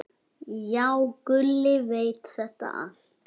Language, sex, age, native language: Icelandic, male, 8, Icelandic